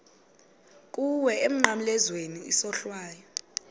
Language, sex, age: Xhosa, female, 22